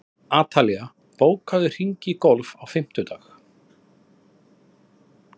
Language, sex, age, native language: Icelandic, male, 30-39, Icelandic